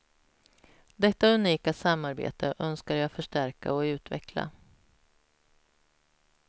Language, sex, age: Swedish, female, 46